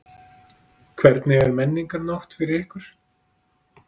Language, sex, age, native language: Icelandic, male, 30-39, Icelandic